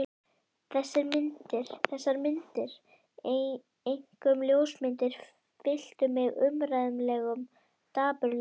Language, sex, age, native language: Icelandic, female, 11, Icelandic